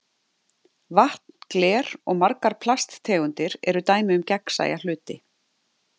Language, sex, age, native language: Icelandic, female, 50-59, Icelandic